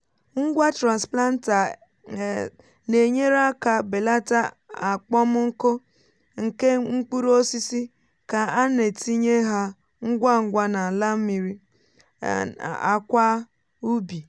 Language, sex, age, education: Igbo, female, 15-29, tertiary